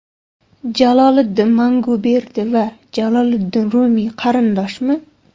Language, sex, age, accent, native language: Uzbek, female, 18-24, Samarqand, Uzbek